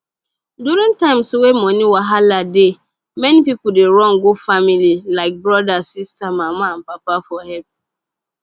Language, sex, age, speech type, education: Nigerian Pidgin, female, 15-29, spontaneous, secondary